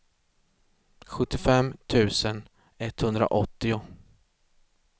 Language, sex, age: Swedish, male, 36